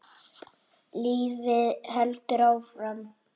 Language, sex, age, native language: Icelandic, male, 8, Icelandic